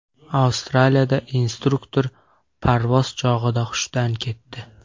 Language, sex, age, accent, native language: Uzbek, male, 18-24, Andijon, Uzbek